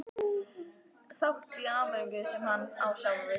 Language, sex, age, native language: Icelandic, female, 12, Icelandic